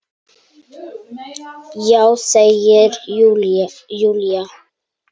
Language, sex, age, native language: Icelandic, male, 9, Icelandic